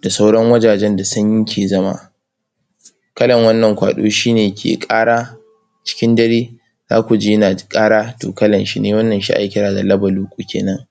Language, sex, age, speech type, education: Hausa, male, 15-29, spontaneous, tertiary